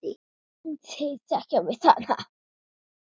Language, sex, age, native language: Icelandic, male, 7, Icelandic